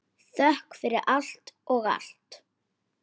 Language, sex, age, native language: Icelandic, female, 10, Icelandic